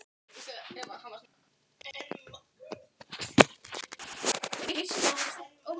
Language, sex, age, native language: Icelandic, female, 12, Icelandic